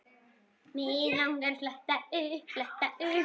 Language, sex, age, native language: Icelandic, male, 10, Icelandic